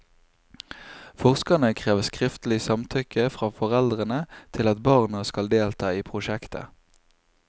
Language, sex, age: Norwegian, male, 24